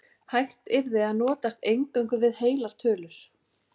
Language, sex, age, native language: Icelandic, female, 40-49, Icelandic